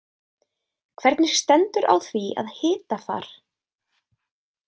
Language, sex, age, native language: Icelandic, female, 20-29, Icelandic